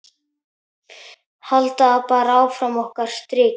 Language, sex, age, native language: Icelandic, male, 10, Icelandic